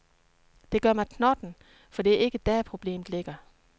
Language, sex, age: Danish, female, 36